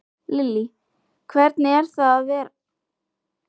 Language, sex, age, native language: Icelandic, female, 12, Icelandic